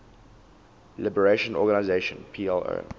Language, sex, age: English, male, 19